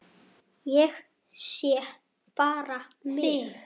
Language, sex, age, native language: Icelandic, male, 7, Icelandic